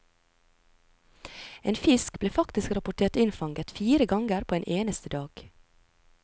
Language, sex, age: Norwegian, female, 36